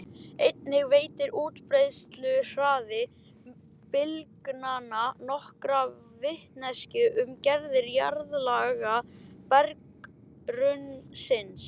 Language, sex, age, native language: Icelandic, male, 11, Icelandic